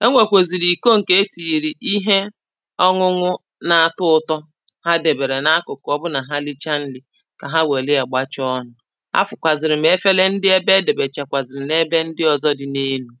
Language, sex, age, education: Igbo, female, 30-45, primary